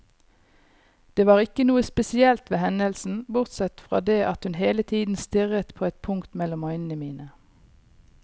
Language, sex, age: Norwegian, female, 39